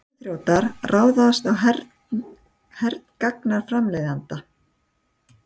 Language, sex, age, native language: Icelandic, female, 60-69, Icelandic